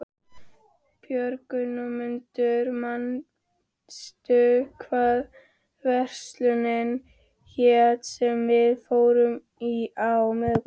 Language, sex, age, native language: Icelandic, female, 13, Icelandic